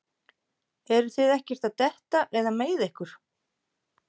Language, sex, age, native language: Icelandic, female, 50-59, Icelandic